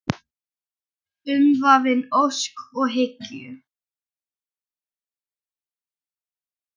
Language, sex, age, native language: Icelandic, male, 10, Icelandic